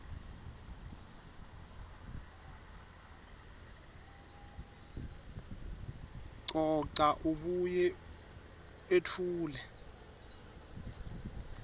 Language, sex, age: Swati, male, 23